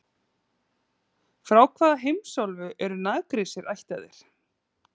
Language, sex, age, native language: Icelandic, female, 30-39, Icelandic